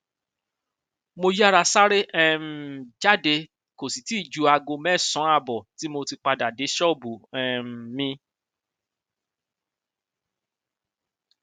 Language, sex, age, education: Yoruba, male, 30-45, tertiary